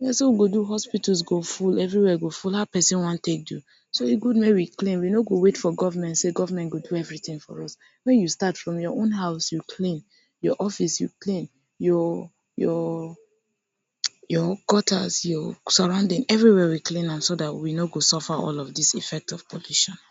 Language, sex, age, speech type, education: Nigerian Pidgin, female, 15-29, spontaneous, tertiary